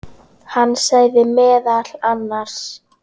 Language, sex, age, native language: Icelandic, female, 10, Icelandic